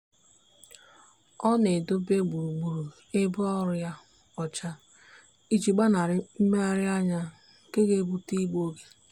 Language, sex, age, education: Igbo, female, 15-29, tertiary